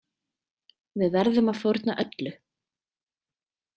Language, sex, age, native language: Icelandic, female, 20-29, Icelandic